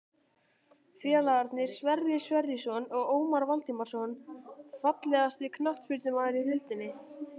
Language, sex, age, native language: Icelandic, male, 12, Icelandic